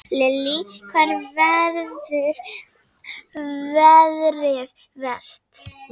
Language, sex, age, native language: Icelandic, female, 7, Icelandic